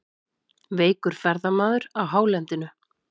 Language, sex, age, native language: Icelandic, female, 30-39, Icelandic